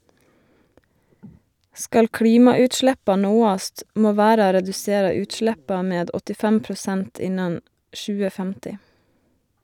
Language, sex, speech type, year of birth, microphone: Norwegian, female, read, 1987, Shure